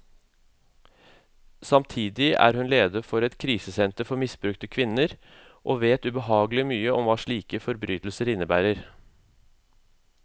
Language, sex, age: Norwegian, male, 36